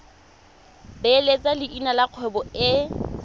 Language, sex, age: Tswana, female, 25